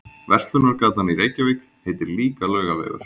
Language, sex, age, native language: Icelandic, male, 20-29, Icelandic